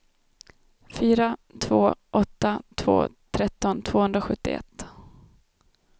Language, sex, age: Swedish, female, 32